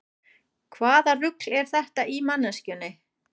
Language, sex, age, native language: Icelandic, female, 40-49, German